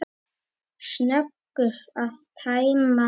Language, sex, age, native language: Icelandic, male, 10, Icelandic